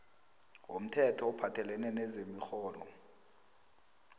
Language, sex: South Ndebele, female